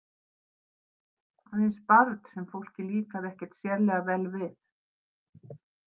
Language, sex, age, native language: Icelandic, female, 50-59, Icelandic